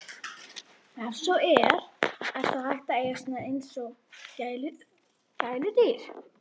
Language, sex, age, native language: Icelandic, female, 21, Icelandic